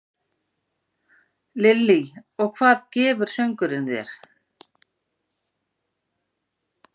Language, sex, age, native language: Icelandic, female, 50-59, Icelandic